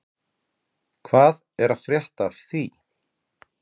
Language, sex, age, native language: Icelandic, male, 40-49, Icelandic